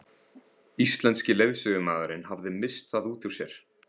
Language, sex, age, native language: Icelandic, male, 15, Icelandic